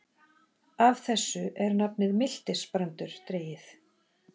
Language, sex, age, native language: Icelandic, female, 40-49, Icelandic